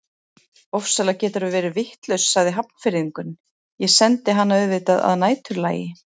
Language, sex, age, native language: Icelandic, female, 40-49, Icelandic